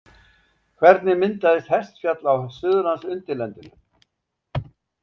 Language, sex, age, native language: Icelandic, male, 70-79, Icelandic